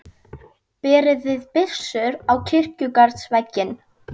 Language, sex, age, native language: Icelandic, female, 12, Icelandic